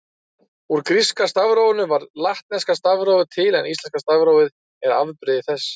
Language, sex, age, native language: Icelandic, male, 30-39, Icelandic